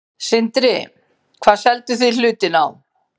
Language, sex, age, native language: Icelandic, female, 50-59, Icelandic